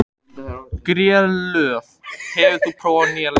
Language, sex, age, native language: Icelandic, male, 18-19, Icelandic